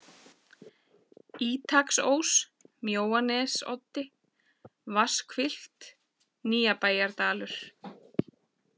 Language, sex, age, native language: Icelandic, female, 40-49, Icelandic